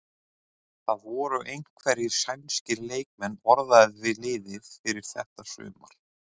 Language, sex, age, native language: Icelandic, male, 30-39, Icelandic